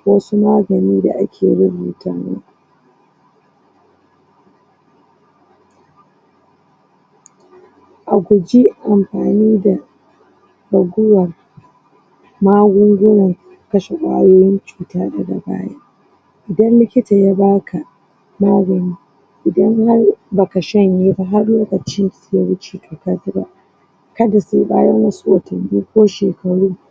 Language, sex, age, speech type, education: Hausa, female, 30-45, spontaneous, tertiary